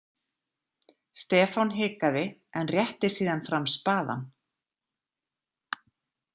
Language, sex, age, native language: Icelandic, female, 40-49, Icelandic